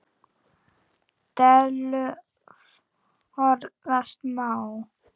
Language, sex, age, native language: Icelandic, female, 9, Icelandic